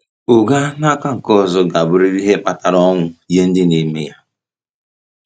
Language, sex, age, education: Igbo, male, 15-29, tertiary